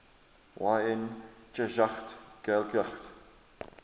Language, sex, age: English, male, 23